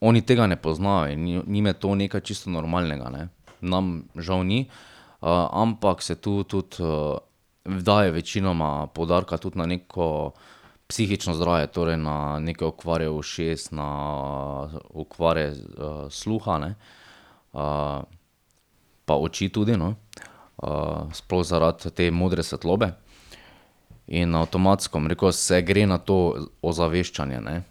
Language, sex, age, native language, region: Slovenian, male, 30-49, Slovenian, Drava region